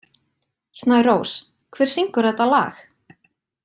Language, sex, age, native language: Icelandic, female, 20-29, Icelandic